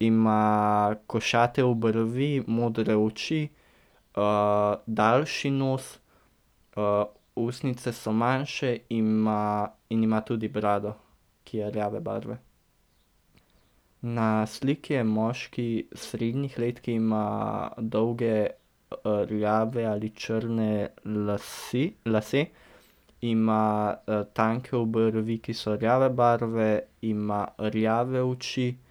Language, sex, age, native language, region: Slovenian, male, 18-29, Slovenian, Central Slovenia